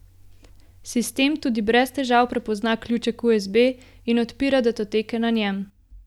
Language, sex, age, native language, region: Slovenian, female, 18-29, Slovenian, Gorenjska region